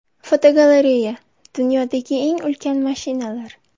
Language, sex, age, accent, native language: Uzbek, female, 18-24, Samarqand, Uzbek